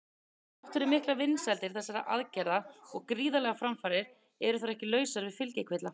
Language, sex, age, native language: Icelandic, female, 30-39, Icelandic